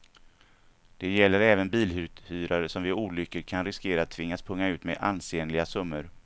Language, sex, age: Swedish, male, 49